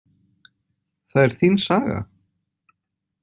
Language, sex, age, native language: Icelandic, male, 40-49, Icelandic